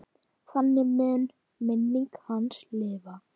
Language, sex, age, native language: Icelandic, female, 10, Icelandic